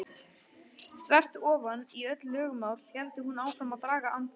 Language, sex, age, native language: Icelandic, male, 20-29, Icelandic